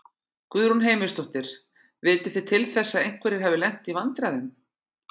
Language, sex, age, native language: Icelandic, female, 40-49, Icelandic